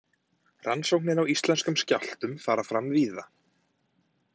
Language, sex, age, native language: Icelandic, male, 30-39, Icelandic